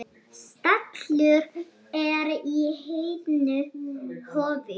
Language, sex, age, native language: Icelandic, female, 9, Icelandic